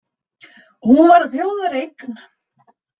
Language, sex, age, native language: Icelandic, female, 30-39, Icelandic